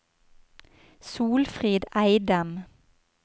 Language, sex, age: Norwegian, female, 29